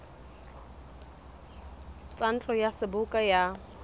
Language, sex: Southern Sotho, female